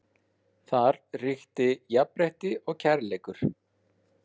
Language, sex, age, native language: Icelandic, male, 40-49, Icelandic